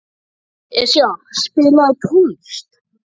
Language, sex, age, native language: Icelandic, male, 14, Icelandic